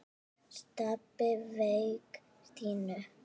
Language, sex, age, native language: Icelandic, female, 6, Icelandic